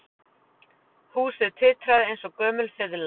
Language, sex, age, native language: Icelandic, female, 40-49, Icelandic